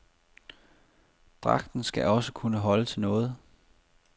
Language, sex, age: Danish, male, 30